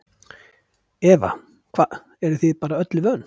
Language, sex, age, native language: Icelandic, male, 50-59, Icelandic